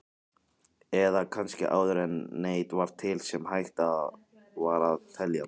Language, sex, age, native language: Icelandic, male, 18-19, Icelandic